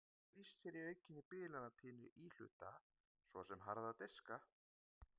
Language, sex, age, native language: Icelandic, male, 50-59, Icelandic